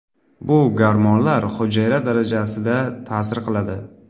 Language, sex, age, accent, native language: Uzbek, male, 25-34, Navoiy, Uzbek